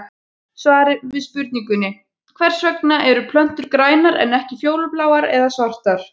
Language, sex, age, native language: Icelandic, female, 30-39, Icelandic